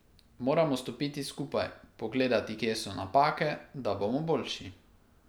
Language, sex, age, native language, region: Slovenian, male, 18-29, Slovenian, Pomurje region